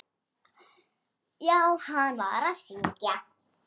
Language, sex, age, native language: Icelandic, female, 7, Icelandic